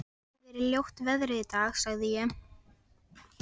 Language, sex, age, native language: Icelandic, female, 13, Icelandic